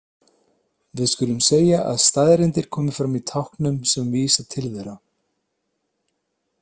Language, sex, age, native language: Icelandic, male, 30-39, Icelandic